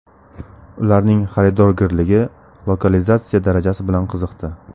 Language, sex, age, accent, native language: Uzbek, male, 18-24, Samarqand, Uzbek